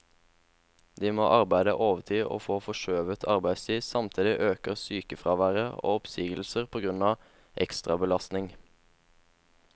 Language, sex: Norwegian, male